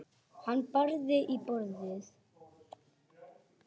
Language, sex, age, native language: Icelandic, male, 9, Icelandic